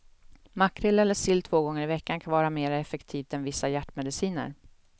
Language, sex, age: Swedish, female, 48